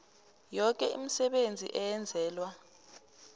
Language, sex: South Ndebele, female